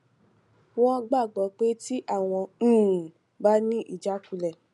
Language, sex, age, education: Yoruba, female, 15-29, tertiary